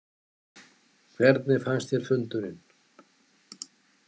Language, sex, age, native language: Icelandic, male, 70-79, Icelandic